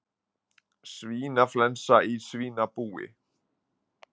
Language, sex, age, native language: Icelandic, male, 20-29, Icelandic